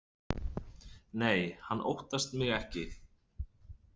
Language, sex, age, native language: Icelandic, male, 30-39, Icelandic